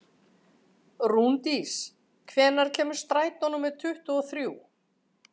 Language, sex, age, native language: Icelandic, female, 40-49, Icelandic